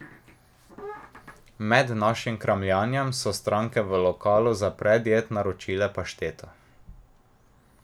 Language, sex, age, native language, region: Slovenian, male, 18-29, Slovenian, Drava region